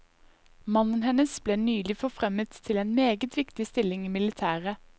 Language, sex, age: Norwegian, female, 21